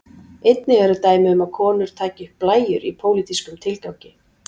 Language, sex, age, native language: Icelandic, female, 40-49, Icelandic